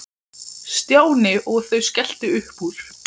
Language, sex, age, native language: Icelandic, male, 12, Icelandic